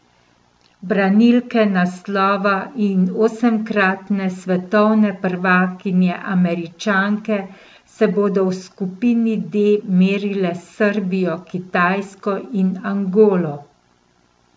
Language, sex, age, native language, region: Slovenian, female, 50-59, Slovenian, Central Slovenia